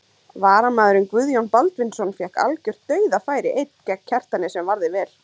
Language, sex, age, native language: Icelandic, female, 20-29, Icelandic